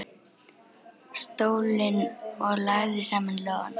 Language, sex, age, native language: Icelandic, female, 10, Icelandic